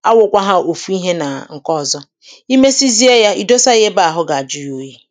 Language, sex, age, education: Igbo, female, 15-29, tertiary